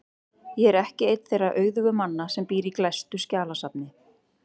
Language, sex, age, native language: Icelandic, female, 30-39, Icelandic